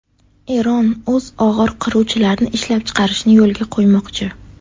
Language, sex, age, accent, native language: Uzbek, female, 18-24, Sirdaryo, Uzbek